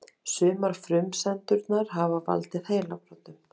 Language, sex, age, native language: Icelandic, female, 30-39, Icelandic